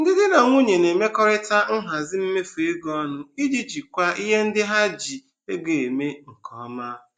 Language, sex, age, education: Igbo, male, 15-29, tertiary